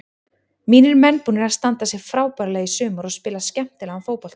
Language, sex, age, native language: Icelandic, female, 30-39, Icelandic